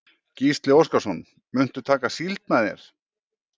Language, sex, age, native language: Icelandic, male, 40-49, Icelandic